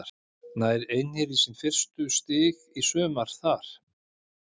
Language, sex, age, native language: Icelandic, male, 50-59, Icelandic